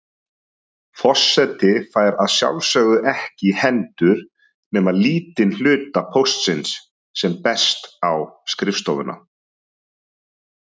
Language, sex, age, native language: Icelandic, male, 30-39, Icelandic